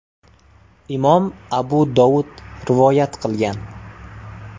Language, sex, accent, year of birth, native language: Uzbek, male, Toshkent shahri, 1999, Uzbek